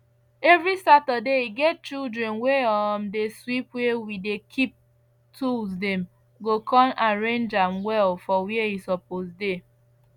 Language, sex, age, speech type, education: Nigerian Pidgin, female, 15-29, spontaneous, secondary